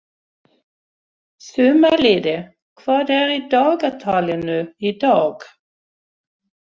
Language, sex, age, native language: Icelandic, female, 60-69, Swedish